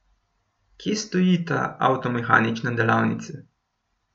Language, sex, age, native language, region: Slovenian, male, 18-29, Slovenian, Gorenjska region